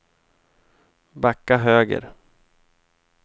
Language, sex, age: Swedish, male, 28